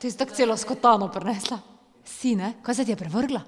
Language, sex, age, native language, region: Slovenian, female, 30-49, Slovenian, Drava region